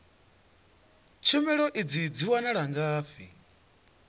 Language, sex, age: Venda, male, 28